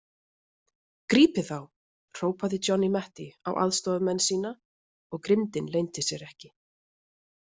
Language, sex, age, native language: Icelandic, female, 30-39, Icelandic